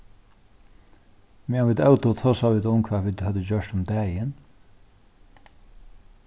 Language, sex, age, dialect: Faroese, male, 36-60, Norðurstreymoy/Eysturoy